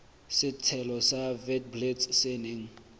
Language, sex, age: Southern Sotho, male, 24